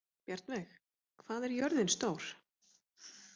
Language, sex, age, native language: Icelandic, female, 30-39, Icelandic